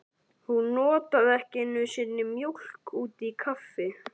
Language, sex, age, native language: Icelandic, male, 11, Icelandic